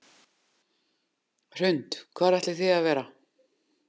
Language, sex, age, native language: Icelandic, female, 40-49, Icelandic